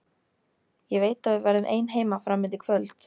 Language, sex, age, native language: Icelandic, female, 13, Icelandic